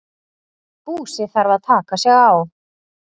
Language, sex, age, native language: Icelandic, female, 40-49, Icelandic